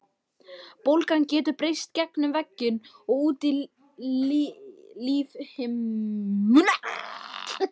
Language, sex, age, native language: Icelandic, male, 11, Icelandic